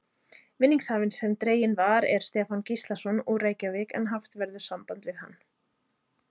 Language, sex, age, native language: Icelandic, female, 30-39, Icelandic